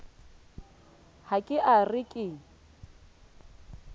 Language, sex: Southern Sotho, female